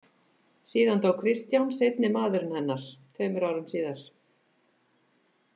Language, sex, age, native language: Icelandic, female, 50-59, Icelandic